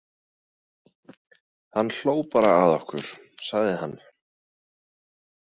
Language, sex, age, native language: Icelandic, male, 20-29, Icelandic